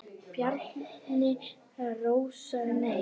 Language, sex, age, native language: Icelandic, female, 10, Icelandic